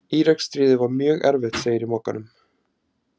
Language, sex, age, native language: Icelandic, male, 30-39, Icelandic